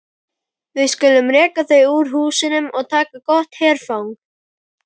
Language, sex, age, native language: Icelandic, male, 12, Icelandic